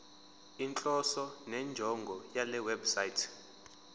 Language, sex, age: Zulu, male, 23